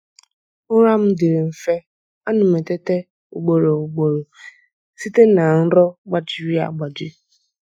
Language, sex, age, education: Igbo, female, 15-29, tertiary